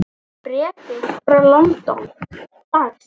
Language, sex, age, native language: Icelandic, female, 10, Icelandic